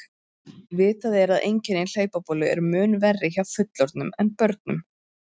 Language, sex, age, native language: Icelandic, female, 30-39, Icelandic